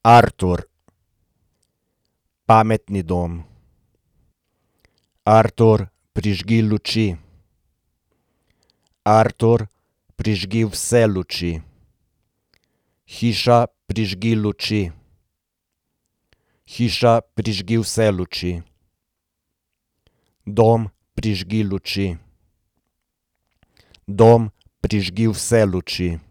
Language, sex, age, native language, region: Slovenian, male, 30-49, Slovenian, Gorenjska region